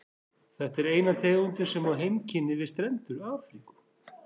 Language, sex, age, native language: Icelandic, female, 40-49, Icelandic